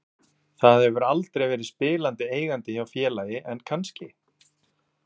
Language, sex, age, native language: Icelandic, male, 40-49, Icelandic